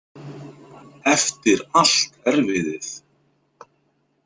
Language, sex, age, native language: Icelandic, male, 50-59, Icelandic